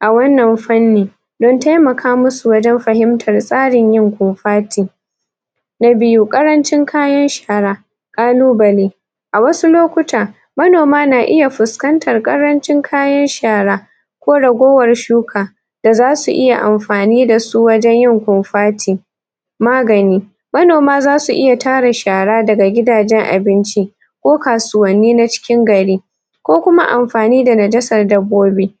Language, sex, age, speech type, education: Hausa, female, 15-29, spontaneous, tertiary